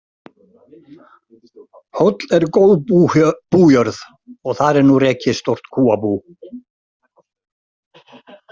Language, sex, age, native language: Icelandic, male, 60-69, Icelandic